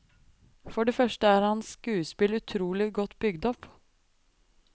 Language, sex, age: Norwegian, female, 23